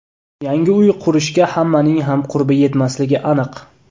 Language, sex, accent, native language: Uzbek, male, Toshkent viloyati, Uzbek